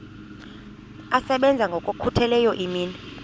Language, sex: Xhosa, female